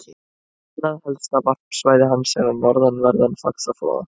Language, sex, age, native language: Icelandic, female, 20-29, Icelandic